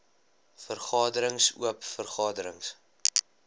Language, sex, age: Afrikaans, male, 20